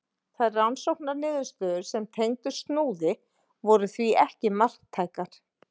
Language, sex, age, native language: Icelandic, female, 40-49, Icelandic